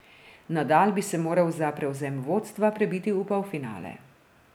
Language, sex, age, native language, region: Slovenian, female, 30-49, Slovenian, Drava region